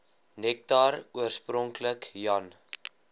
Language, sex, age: Afrikaans, male, 20